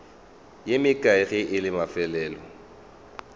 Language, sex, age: Northern Sotho, male, 35